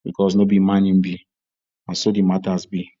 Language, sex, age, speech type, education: Nigerian Pidgin, male, 46-60, spontaneous, tertiary